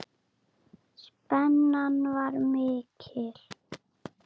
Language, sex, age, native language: Icelandic, female, 7, Icelandic